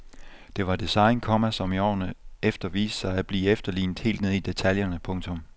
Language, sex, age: Danish, male, 24